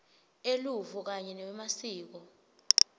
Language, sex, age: Swati, female, 20